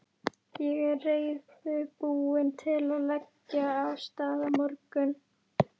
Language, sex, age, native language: Icelandic, female, 11, Icelandic